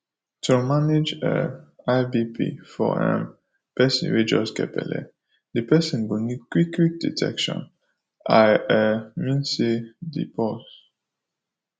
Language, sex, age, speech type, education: Nigerian Pidgin, male, 15-29, spontaneous, tertiary